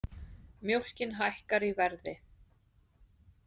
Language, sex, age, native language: Icelandic, female, 20-29, Icelandic